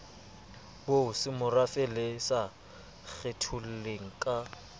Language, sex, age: Southern Sotho, male, 24